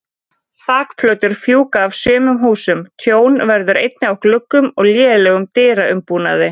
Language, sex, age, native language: Icelandic, female, 20-29, Icelandic